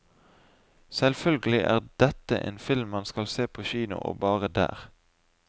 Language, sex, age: Norwegian, male, 20